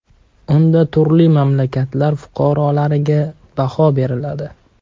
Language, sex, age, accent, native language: Uzbek, male, 18-24, Toshkent shahri, Uzbek